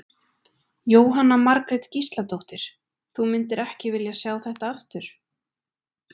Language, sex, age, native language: Icelandic, female, 20-29, Icelandic